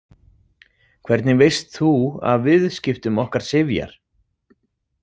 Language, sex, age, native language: Icelandic, male, 40-49, Icelandic